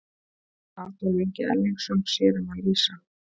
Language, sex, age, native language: Icelandic, female, 30-39, Icelandic